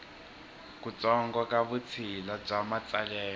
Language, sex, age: Tsonga, male, 21